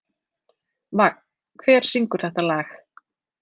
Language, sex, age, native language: Icelandic, female, 30-39, Icelandic